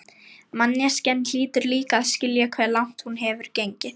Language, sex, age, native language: Icelandic, female, 18-19, Lithuanian